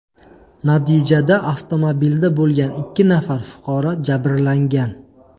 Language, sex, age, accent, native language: Uzbek, male, 25-34, Qashqadaryo, Uzbek